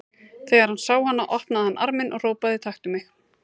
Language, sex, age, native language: Icelandic, female, 30-39, Icelandic